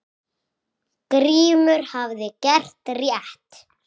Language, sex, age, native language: Icelandic, female, 6, Icelandic